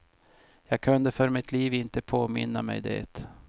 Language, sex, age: Swedish, male, 50